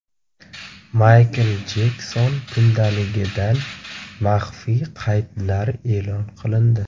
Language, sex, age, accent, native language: Uzbek, male, 25-34, Surxondaryo, Uzbek